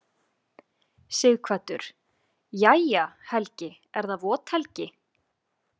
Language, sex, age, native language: Icelandic, female, 20-29, Icelandic